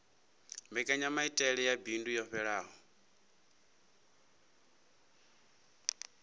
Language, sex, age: Venda, male, 27